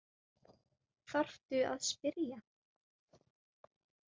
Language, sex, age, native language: Icelandic, female, 18-19, Icelandic